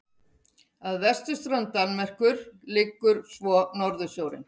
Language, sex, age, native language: Icelandic, female, 50-59, Icelandic